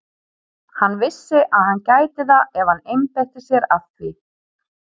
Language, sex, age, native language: Icelandic, female, 30-39, Icelandic